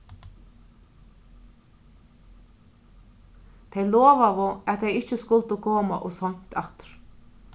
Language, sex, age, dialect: Faroese, female, 36-60, Norðurstreymoy/Eysturoy